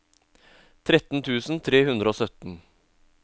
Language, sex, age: Norwegian, male, 31